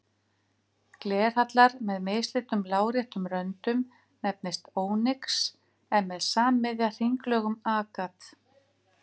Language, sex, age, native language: Icelandic, female, 50-59, Icelandic